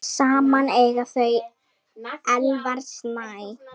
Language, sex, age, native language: Icelandic, female, 10, Icelandic